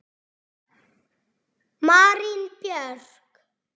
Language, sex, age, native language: Icelandic, male, 6, Icelandic